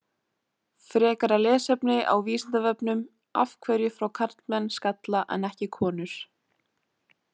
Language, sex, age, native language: Icelandic, female, 18-19, Icelandic